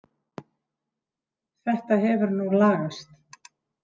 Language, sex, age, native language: Icelandic, female, 30-39, Icelandic